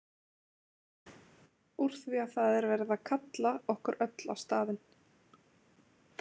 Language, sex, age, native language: Icelandic, female, 20-29, Icelandic